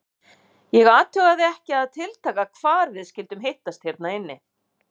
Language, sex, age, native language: Icelandic, female, 50-59, Icelandic